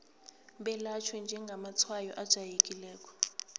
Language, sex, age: South Ndebele, female, 18